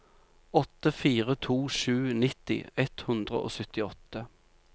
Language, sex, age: Norwegian, male, 45